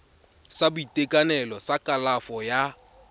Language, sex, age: Tswana, male, 22